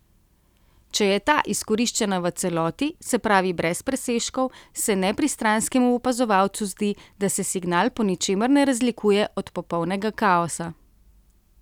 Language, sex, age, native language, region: Slovenian, female, 30-49, Slovenian, Central Slovenia